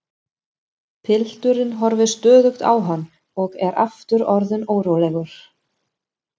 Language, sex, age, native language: Icelandic, female, 40-49, German